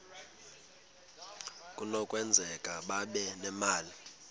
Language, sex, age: Xhosa, male, 22